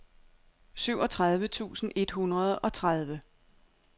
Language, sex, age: Danish, female, 42